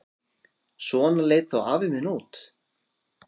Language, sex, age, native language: Icelandic, male, 40-49, Icelandic